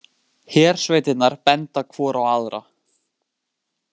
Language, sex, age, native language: Icelandic, male, 18-19, Icelandic